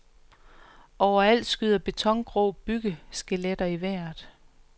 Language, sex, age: Danish, female, 45